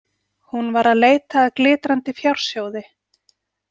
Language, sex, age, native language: Icelandic, female, 40-49, Icelandic